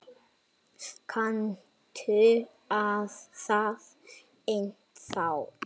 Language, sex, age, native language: Icelandic, male, 9, Icelandic